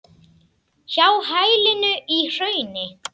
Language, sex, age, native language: Icelandic, male, 10, Icelandic